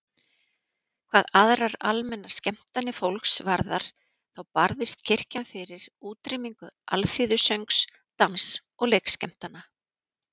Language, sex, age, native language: Icelandic, female, 40-49, Icelandic